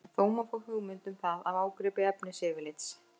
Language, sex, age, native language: Icelandic, female, 50-59, Icelandic